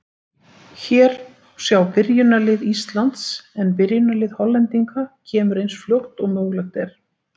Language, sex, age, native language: Icelandic, female, 60-69, Icelandic